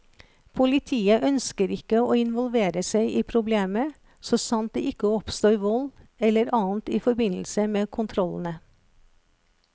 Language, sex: Norwegian, female